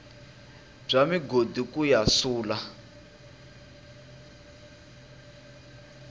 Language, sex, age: Tsonga, male, 19